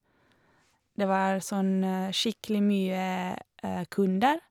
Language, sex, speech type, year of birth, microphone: Norwegian, female, spontaneous, 1987, Shure